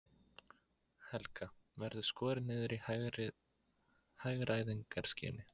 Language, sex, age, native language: Icelandic, male, 20-29, Icelandic